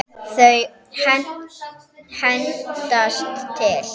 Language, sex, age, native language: Icelandic, female, 10, Icelandic